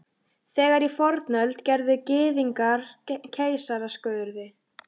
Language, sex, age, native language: Icelandic, female, 12, Icelandic